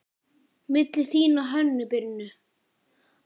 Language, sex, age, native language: Icelandic, male, 9, Icelandic